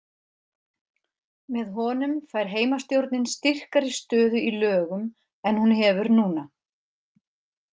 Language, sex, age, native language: Icelandic, female, 50-59, Icelandic